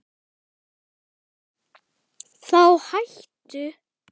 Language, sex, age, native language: Icelandic, male, 10, Icelandic